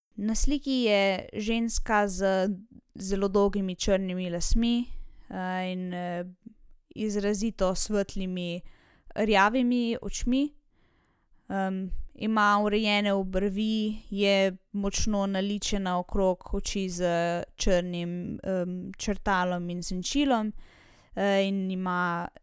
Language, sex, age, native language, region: Slovenian, female, 18-29, Slovenian, Zasavska region